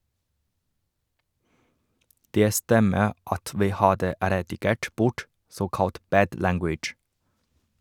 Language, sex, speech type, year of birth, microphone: Norwegian, male, read, 1985, Shure